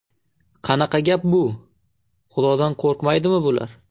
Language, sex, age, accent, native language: Uzbek, male, 18-24, Surxondaryo, Uzbek